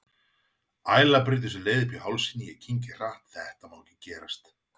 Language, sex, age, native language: Icelandic, male, 40-49, Icelandic